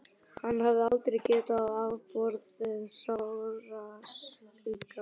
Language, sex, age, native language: Icelandic, male, 12, Icelandic